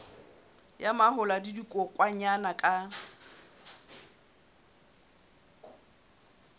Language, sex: Southern Sotho, male